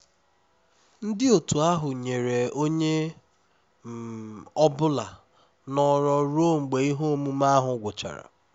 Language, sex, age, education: Igbo, male, 15-29, tertiary